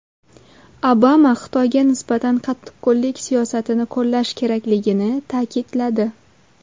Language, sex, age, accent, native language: Uzbek, female, 19-29, Xorazm, Uzbek